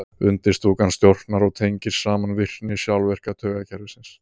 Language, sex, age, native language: Icelandic, male, 30-39, Icelandic